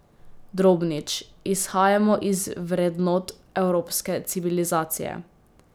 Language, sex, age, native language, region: Slovenian, female, 18-29, Slovenian, Drava region